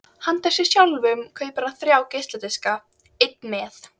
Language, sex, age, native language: Icelandic, female, 12, Icelandic